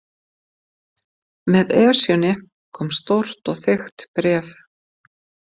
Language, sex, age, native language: Icelandic, female, 50-59, Icelandic